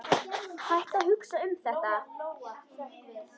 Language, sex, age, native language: Icelandic, female, 10, Icelandic